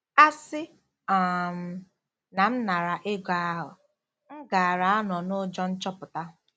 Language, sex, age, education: Igbo, female, 15-29, tertiary